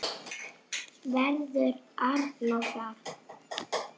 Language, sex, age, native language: Icelandic, female, 6, Icelandic